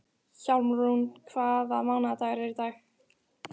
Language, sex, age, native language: Icelandic, female, 14, Icelandic